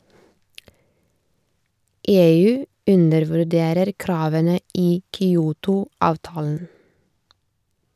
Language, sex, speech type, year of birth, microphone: Norwegian, female, read, 1986, Shure